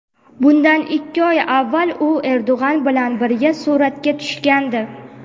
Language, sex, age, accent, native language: Uzbek, female, 18-24, Navoiy, Uzbek